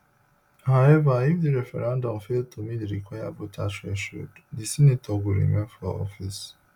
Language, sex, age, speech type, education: Nigerian Pidgin, male, 30-45, spontaneous, tertiary